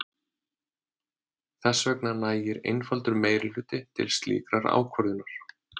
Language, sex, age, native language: Icelandic, male, 30-39, Icelandic